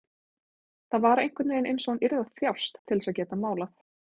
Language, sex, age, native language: Icelandic, female, 20-29, Icelandic